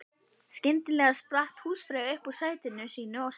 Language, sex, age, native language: Icelandic, female, 11, Icelandic